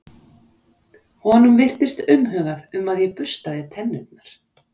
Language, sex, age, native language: Icelandic, female, 40-49, Icelandic